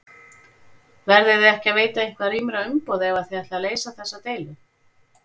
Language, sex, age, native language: Icelandic, female, 40-49, Icelandic